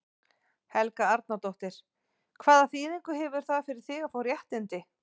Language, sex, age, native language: Icelandic, female, 40-49, Icelandic